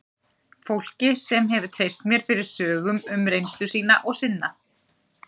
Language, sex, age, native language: Icelandic, female, 30-39, Icelandic